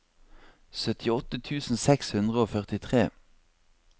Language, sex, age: Norwegian, male, 26